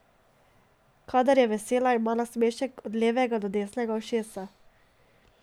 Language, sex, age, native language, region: Slovenian, female, 18-29, Slovenian, Drava region